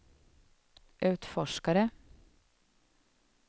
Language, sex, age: Swedish, female, 32